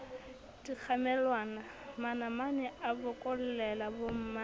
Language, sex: Southern Sotho, female